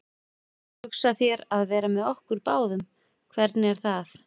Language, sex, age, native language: Icelandic, female, 40-49, Icelandic